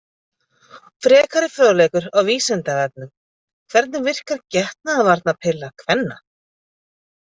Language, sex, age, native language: Icelandic, female, 50-59, Icelandic